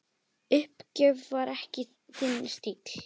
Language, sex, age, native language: Icelandic, male, 8, Icelandic